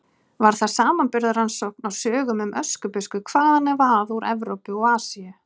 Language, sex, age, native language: Icelandic, female, 30-39, Icelandic